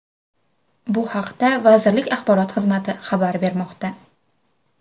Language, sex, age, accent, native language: Uzbek, female, 25-34, Farg'ona, Uzbek